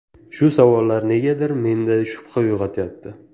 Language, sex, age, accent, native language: Uzbek, male, 18-24, Toshkent viloyati, Uzbek